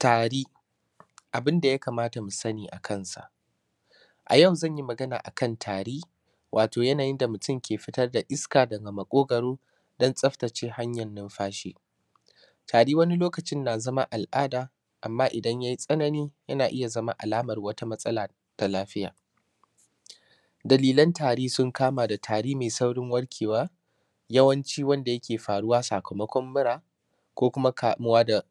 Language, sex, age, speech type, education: Hausa, male, 15-29, spontaneous, secondary